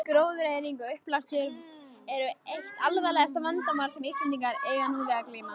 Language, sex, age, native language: Icelandic, female, 18-19, Icelandic